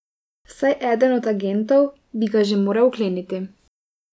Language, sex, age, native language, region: Slovenian, female, 18-29, Slovenian, Drava region